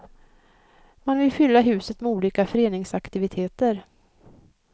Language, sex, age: Swedish, female, 56